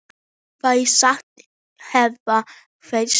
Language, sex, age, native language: Icelandic, female, 7, Icelandic